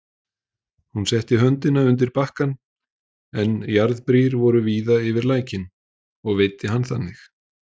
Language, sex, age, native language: Icelandic, male, 30-39, Icelandic